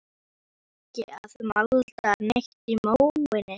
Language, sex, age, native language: Icelandic, female, 11, Icelandic